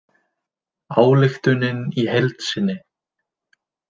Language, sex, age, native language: Icelandic, male, 20-29, Icelandic